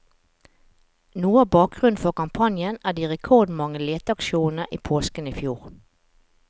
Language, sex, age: Norwegian, female, 45